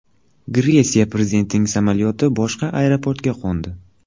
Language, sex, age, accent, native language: Uzbek, male, 18-24, Buxoro, Uzbek